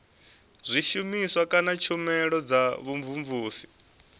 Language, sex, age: Venda, male, 24